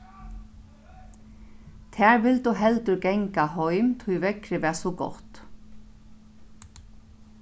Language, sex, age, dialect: Faroese, female, 36-60, Norðurstreymoy/Eysturoy